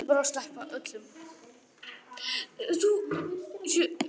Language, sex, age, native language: Icelandic, male, 9, Icelandic